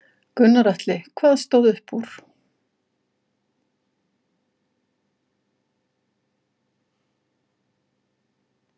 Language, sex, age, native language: Icelandic, female, 50-59, Icelandic